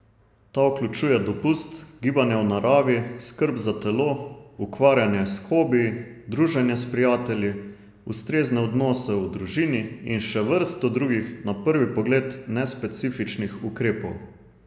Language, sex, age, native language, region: Slovenian, male, 30-49, Slovenian, Savinja region